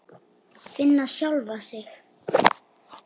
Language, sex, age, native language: Icelandic, female, 7, Icelandic